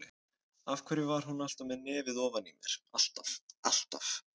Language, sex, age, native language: Icelandic, male, 20-29, Icelandic